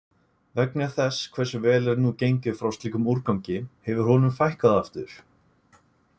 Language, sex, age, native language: Icelandic, male, 20-29, Icelandic